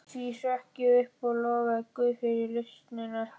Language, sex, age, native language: Icelandic, male, 11, Icelandic